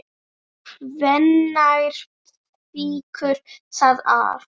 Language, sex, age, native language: Icelandic, female, 8, Icelandic